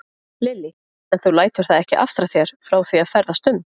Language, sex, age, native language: Icelandic, female, 30-39, Icelandic